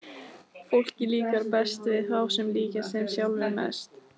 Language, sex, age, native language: Icelandic, female, 18-19, Icelandic